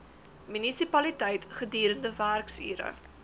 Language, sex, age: Afrikaans, female, 18